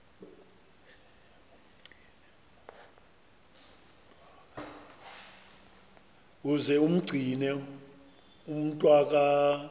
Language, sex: Xhosa, male